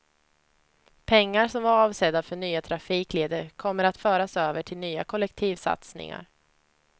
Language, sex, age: Swedish, female, 25